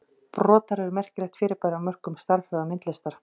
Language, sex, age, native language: Icelandic, female, 40-49, Icelandic